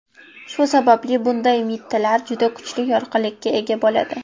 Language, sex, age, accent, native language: Uzbek, female, under 19, Toshkent shahri, Uzbek